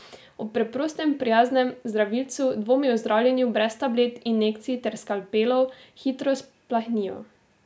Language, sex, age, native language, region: Slovenian, female, 18-29, Slovenian, Drava region